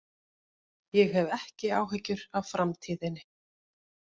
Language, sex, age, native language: Icelandic, female, 50-59, Icelandic